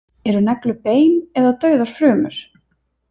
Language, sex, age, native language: Icelandic, female, 30-39, Icelandic